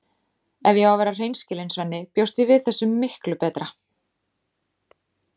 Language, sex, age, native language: Icelandic, female, 30-39, Icelandic